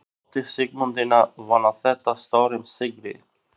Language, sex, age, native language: Icelandic, male, 40-49, Albanian